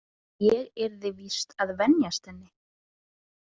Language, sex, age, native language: Icelandic, female, 20-29, Icelandic